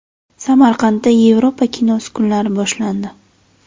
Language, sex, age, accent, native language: Uzbek, female, 18-24, Navoiy, Uzbek